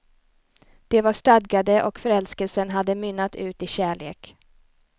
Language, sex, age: Swedish, female, 29